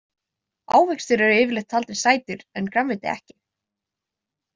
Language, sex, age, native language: Icelandic, female, 20-29, Icelandic